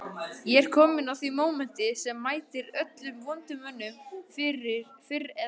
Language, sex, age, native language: Icelandic, male, 20-29, Icelandic